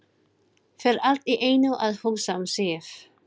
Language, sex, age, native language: Icelandic, female, 40-49, Filipino